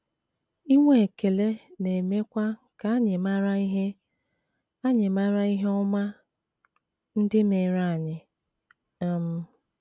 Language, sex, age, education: Igbo, female, 30-45, tertiary